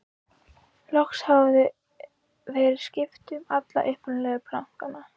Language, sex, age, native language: Icelandic, female, 16, Icelandic